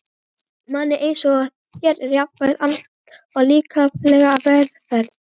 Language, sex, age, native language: Icelandic, male, 12, Icelandic